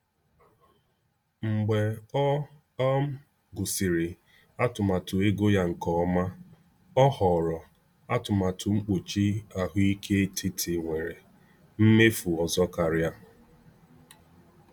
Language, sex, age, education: Igbo, male, 15-29, tertiary